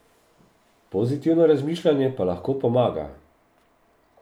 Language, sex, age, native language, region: Slovenian, male, 50-59, Slovenian, Drava region